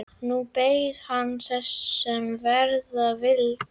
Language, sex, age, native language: Icelandic, female, 11, Icelandic